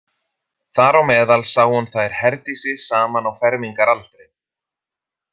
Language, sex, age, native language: Icelandic, male, 30-39, Icelandic